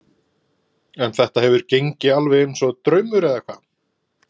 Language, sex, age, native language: Icelandic, male, 20-29, Icelandic